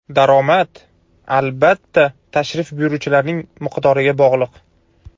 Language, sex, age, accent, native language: Uzbek, male, 25-34, Toshkent shahri, Uzbek